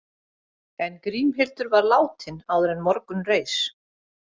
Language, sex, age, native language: Icelandic, female, 30-39, Icelandic